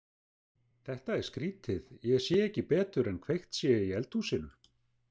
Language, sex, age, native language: Icelandic, male, 60-69, Icelandic